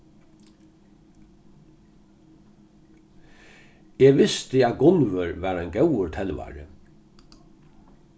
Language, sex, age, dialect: Faroese, male, 61+, Norðurstreymoy/Eysturoy